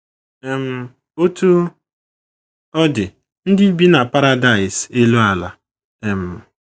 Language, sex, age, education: Igbo, female, 15-29, tertiary